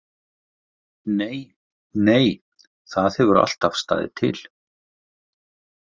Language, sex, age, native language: Icelandic, male, 50-59, Icelandic